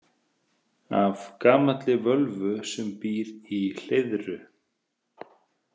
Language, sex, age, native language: Icelandic, male, 30-39, Icelandic